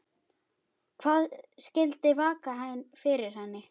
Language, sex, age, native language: Icelandic, female, 10, Icelandic